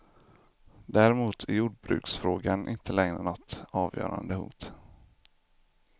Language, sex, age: Swedish, male, 25